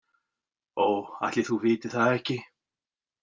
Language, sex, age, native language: Icelandic, male, 40-49, Icelandic